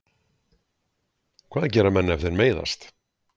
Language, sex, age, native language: Icelandic, male, 60-69, Icelandic